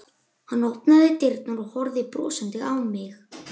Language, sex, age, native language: Icelandic, male, 11, Icelandic